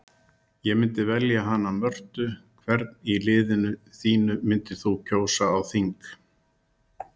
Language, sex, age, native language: Icelandic, male, 60-69, Icelandic